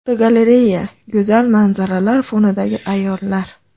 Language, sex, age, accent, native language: Uzbek, female, 25-34, Andijon, Uzbek